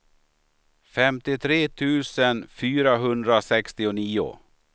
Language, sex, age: Swedish, male, 53